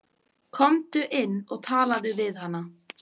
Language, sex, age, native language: Icelandic, female, 14, Icelandic